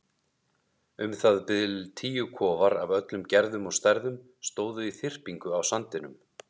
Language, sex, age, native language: Icelandic, male, 30-39, Icelandic